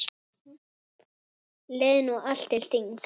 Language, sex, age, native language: Icelandic, female, 8, Icelandic